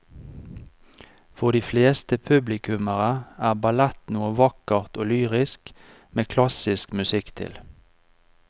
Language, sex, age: Norwegian, male, 49